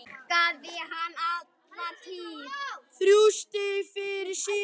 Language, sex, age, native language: Icelandic, other, 10, Icelandic